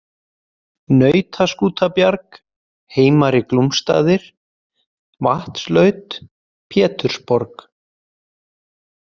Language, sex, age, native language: Icelandic, male, 30-39, Icelandic